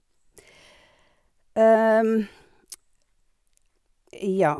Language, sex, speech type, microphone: Norwegian, female, spontaneous, Sennheiser